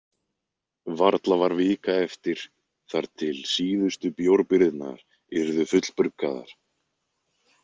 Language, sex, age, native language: Icelandic, male, 20-29, Icelandic